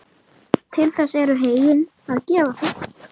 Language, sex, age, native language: Icelandic, female, 30-39, Icelandic